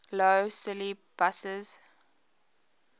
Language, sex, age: English, female, 21